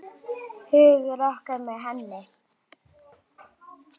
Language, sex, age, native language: Icelandic, male, 9, Icelandic